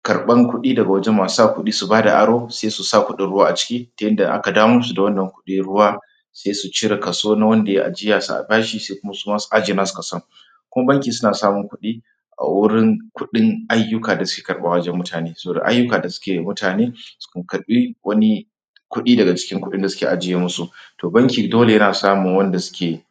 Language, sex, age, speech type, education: Hausa, male, 30-45, spontaneous, secondary